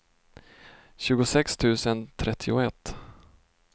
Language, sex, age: Swedish, male, 32